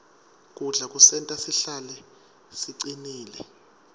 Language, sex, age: Swati, male, 23